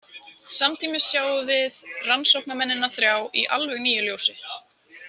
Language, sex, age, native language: Icelandic, female, 18-19, Icelandic